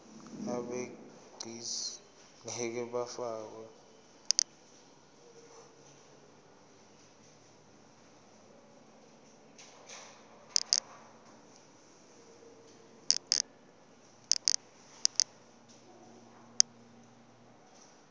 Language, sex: Zulu, male